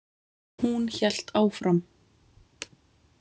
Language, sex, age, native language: Icelandic, female, 20-29, Icelandic